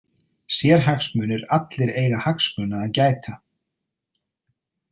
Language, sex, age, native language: Icelandic, male, 30-39, Icelandic